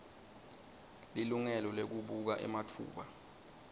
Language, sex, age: Swati, male, 19